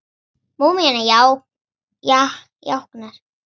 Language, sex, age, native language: Icelandic, female, 9, Icelandic